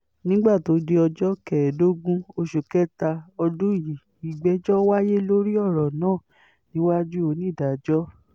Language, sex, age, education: Yoruba, female, 15-29, tertiary